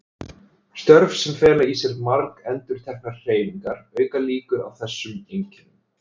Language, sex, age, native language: Icelandic, male, 30-39, Icelandic